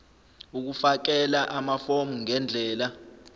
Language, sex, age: Zulu, male, 25